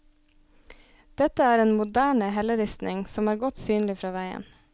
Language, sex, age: Norwegian, female, 26